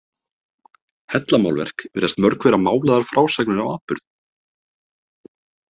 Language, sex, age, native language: Icelandic, male, 30-39, Icelandic